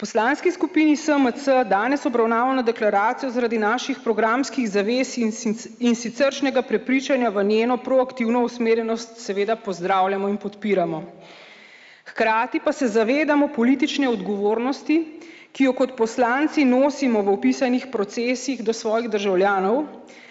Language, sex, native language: Slovenian, female, Slovenian